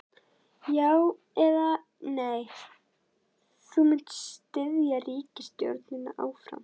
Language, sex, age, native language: Icelandic, female, 11, Icelandic